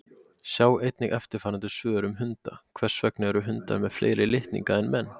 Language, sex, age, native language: Icelandic, male, 18-19, Icelandic